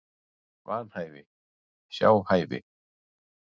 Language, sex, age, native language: Icelandic, male, 40-49, Icelandic